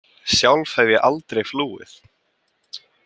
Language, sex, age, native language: Icelandic, male, 18-19, Icelandic